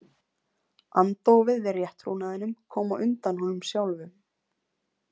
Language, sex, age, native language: Icelandic, female, 20-29, Icelandic